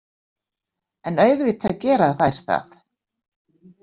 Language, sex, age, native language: Icelandic, female, 60-69, Icelandic